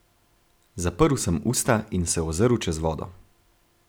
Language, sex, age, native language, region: Slovenian, male, 18-29, Slovenian, Gorenjska region